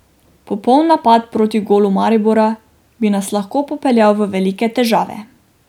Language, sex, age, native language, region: Slovenian, female, 18-29, Slovenian, Drava region